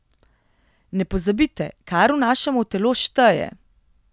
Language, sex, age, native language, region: Slovenian, female, 18-29, Slovenian, Gorenjska region